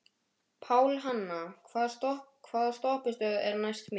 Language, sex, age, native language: Icelandic, male, 12, Icelandic